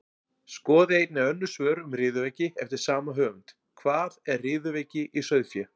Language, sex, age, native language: Icelandic, male, 40-49, Icelandic